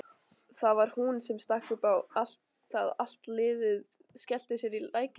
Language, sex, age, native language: Icelandic, other, 20-29, Icelandic